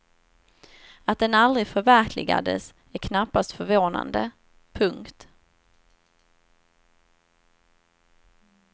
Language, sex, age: Swedish, female, 27